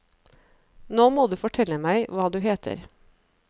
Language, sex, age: Norwegian, female, 37